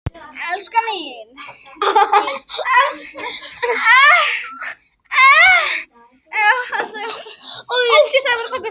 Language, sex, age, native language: Icelandic, female, 20-29, Arabic